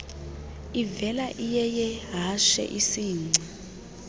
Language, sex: Xhosa, female